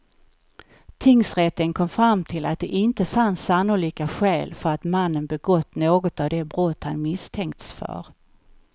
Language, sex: Swedish, female